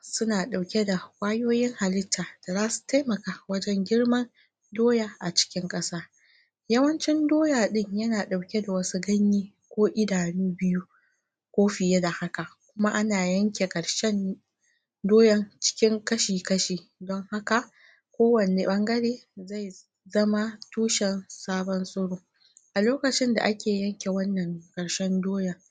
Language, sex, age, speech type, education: Hausa, female, 46-60, spontaneous, primary